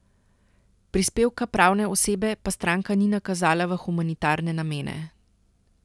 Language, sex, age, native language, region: Slovenian, female, 30-49, Slovenian, Central Slovenia